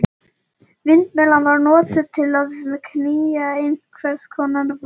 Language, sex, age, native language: Icelandic, female, 18-19, Icelandic